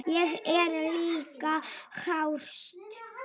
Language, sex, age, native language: Icelandic, female, 7, Polish